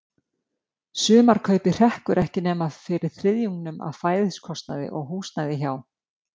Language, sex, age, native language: Icelandic, female, 50-59, Icelandic